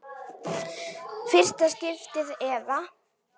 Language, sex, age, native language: Icelandic, female, 9, Icelandic